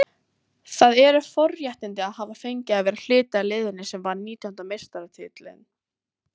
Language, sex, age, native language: Icelandic, female, 18-19, Icelandic